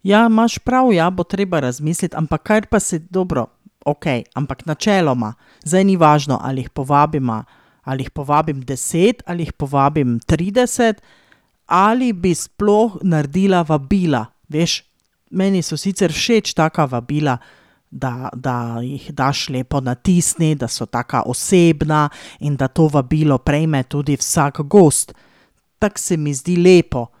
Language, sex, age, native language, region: Slovenian, female, 30-49, Slovenian, Drava region